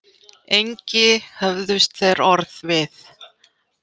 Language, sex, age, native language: Icelandic, female, 50-59, Icelandic